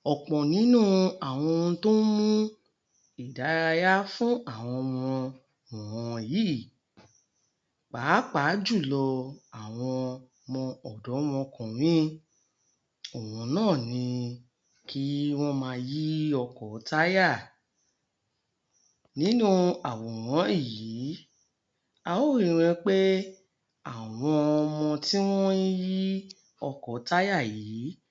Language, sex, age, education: Yoruba, female, 30-45, tertiary